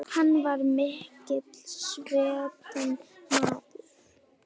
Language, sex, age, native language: Icelandic, female, 9, Icelandic